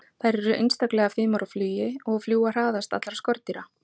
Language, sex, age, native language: Icelandic, female, 40-49, Icelandic